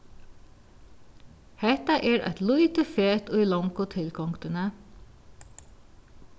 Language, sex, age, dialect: Faroese, female, 36-60, Vágar